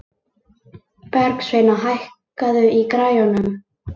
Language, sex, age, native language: Icelandic, male, 18-19, Icelandic